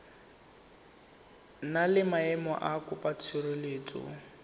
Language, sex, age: Tswana, male, 19